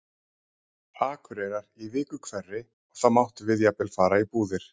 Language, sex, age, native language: Icelandic, male, 30-39, Icelandic